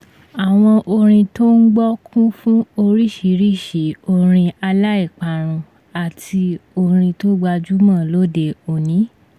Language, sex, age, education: Yoruba, female, 15-29, tertiary